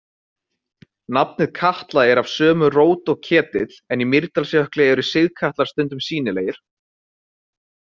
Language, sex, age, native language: Icelandic, male, 20-29, Icelandic